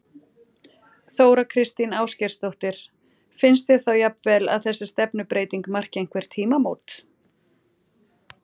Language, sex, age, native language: Icelandic, female, 40-49, Icelandic